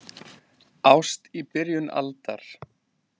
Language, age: Icelandic, 20-29